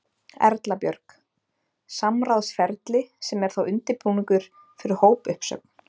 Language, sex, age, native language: Icelandic, female, 30-39, Icelandic